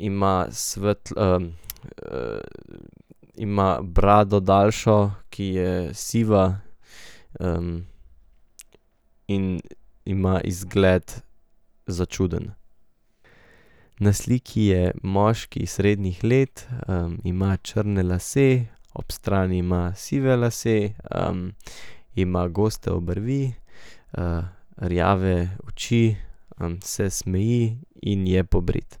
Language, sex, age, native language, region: Slovenian, male, 18-29, Slovenian, Central Slovenia